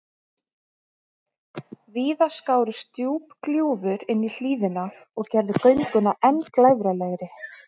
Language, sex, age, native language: Icelandic, female, 30-39, Icelandic